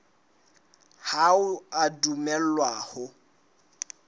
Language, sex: Southern Sotho, male